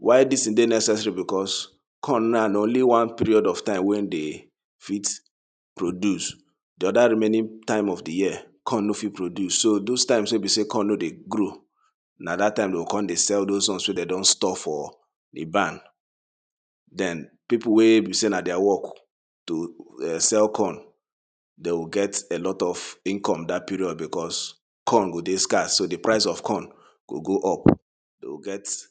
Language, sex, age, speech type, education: Nigerian Pidgin, male, 30-45, spontaneous, secondary